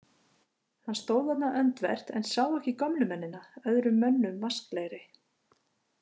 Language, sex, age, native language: Icelandic, female, 50-59, Icelandic